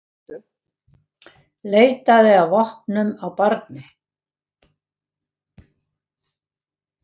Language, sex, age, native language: Icelandic, female, 70-79, Icelandic